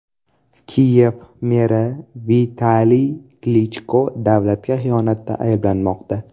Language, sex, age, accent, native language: Uzbek, male, 12-17, Toshkent shahri, Uzbek